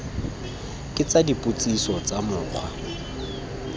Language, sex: Tswana, male